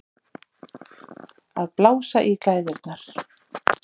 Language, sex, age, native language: Icelandic, female, 40-49, Icelandic